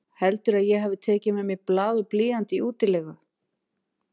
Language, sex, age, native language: Icelandic, female, 50-59, Icelandic